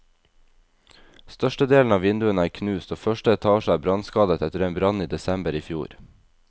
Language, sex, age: Norwegian, male, 22